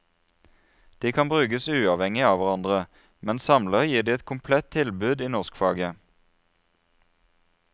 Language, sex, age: Norwegian, male, 33